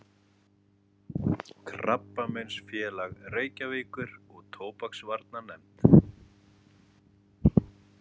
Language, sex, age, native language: Icelandic, male, 30-39, Icelandic